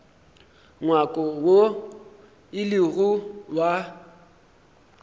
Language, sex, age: Northern Sotho, male, 23